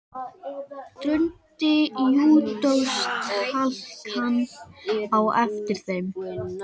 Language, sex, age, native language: Icelandic, male, 18-19, Icelandic